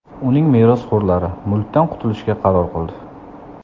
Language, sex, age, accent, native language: Uzbek, male, 25-34, Samarqand, Uzbek